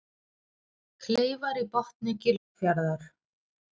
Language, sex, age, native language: Icelandic, female, 40-49, Icelandic